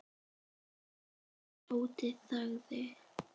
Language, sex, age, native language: Icelandic, female, 10, Icelandic